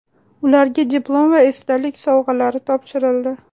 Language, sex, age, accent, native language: Uzbek, female, 18-24, Toshkent shahri, Uzbek